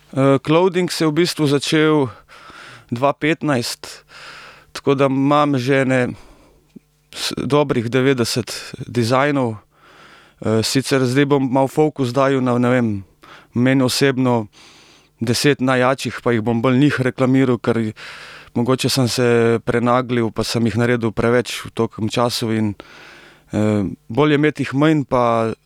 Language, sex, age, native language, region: Slovenian, male, 30-49, Slovenian, Primorsko-notranjska region